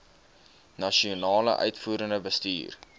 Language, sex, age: Afrikaans, male, 19